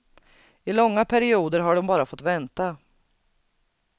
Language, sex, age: Swedish, female, 39